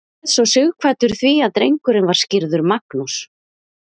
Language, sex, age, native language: Icelandic, female, 30-39, Icelandic